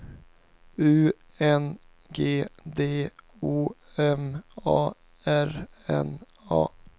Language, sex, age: Swedish, male, 19